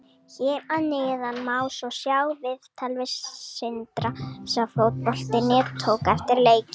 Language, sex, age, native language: Icelandic, female, 40-49, Icelandic